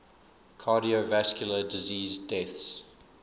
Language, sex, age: English, male, 24